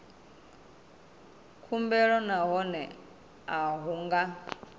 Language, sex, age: Venda, female, 26